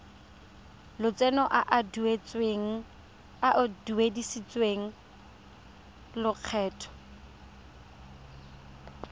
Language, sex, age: Tswana, female, 23